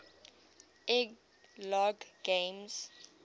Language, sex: English, female